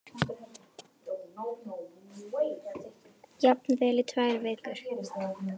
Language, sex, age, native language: Icelandic, female, 10, Icelandic